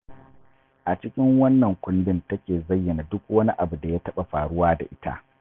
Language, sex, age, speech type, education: Hausa, male, 30-45, read, tertiary